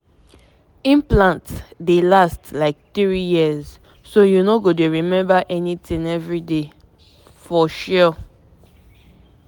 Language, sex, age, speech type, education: Nigerian Pidgin, female, 15-29, spontaneous, tertiary